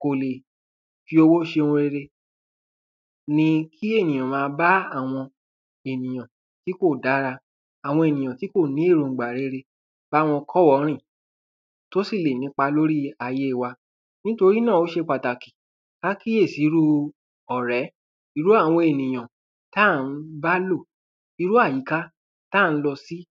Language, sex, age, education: Yoruba, male, 15-29, tertiary